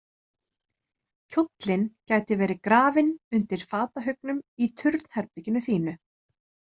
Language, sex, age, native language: Icelandic, female, 30-39, Icelandic